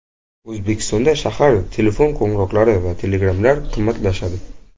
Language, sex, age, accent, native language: Uzbek, male, under 19, Jizzax, Uzbek